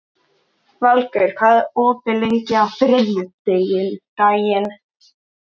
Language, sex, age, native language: Icelandic, male, 13, Icelandic